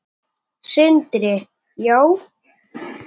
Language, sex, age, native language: Icelandic, male, 9, Icelandic